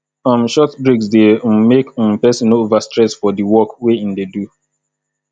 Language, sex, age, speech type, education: Nigerian Pidgin, male, 30-45, spontaneous, tertiary